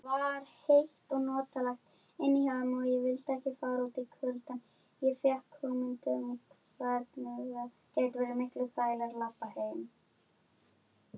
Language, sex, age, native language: Icelandic, female, 10, Icelandic